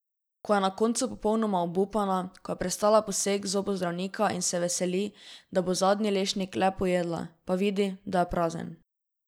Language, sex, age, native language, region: Slovenian, female, 12-17, Slovenian, Drava region